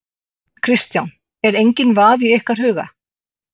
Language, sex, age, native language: Icelandic, female, 60-69, Icelandic